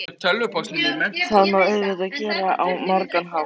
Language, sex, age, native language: Icelandic, male, 13, Icelandic